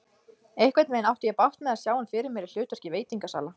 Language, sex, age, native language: Icelandic, female, 20-29, Icelandic